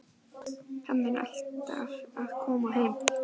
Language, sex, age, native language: Icelandic, male, 11, Icelandic